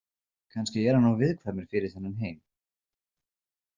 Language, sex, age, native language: Icelandic, male, 40-49, Icelandic